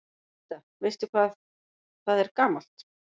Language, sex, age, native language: Icelandic, female, 50-59, Icelandic